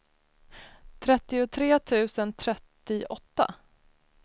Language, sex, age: Swedish, female, 33